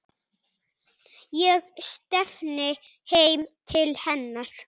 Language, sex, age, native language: Icelandic, male, 6, Icelandic